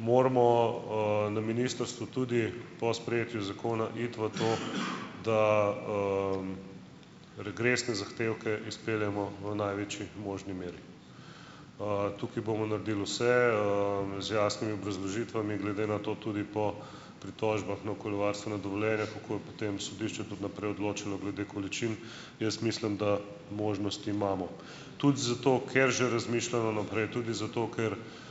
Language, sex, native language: Slovenian, male, Slovenian